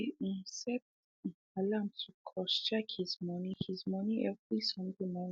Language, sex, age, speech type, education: Nigerian Pidgin, female, 15-29, spontaneous, secondary